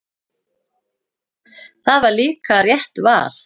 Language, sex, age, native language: Icelandic, female, 50-59, Icelandic